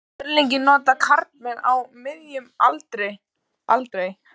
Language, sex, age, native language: Icelandic, female, 14, Icelandic